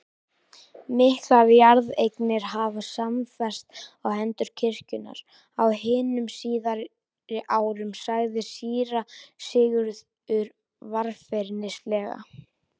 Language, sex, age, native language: Icelandic, male, 18-19, Icelandic